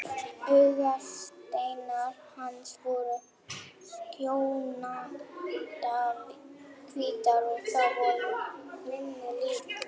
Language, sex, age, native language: Icelandic, female, 11, German